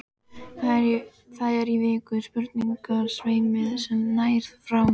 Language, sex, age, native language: Icelandic, female, 12, Icelandic